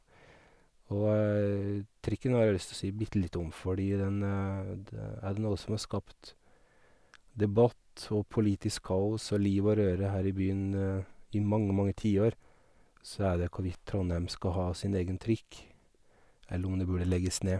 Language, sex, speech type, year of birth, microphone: Norwegian, male, spontaneous, 1981, Sennheiser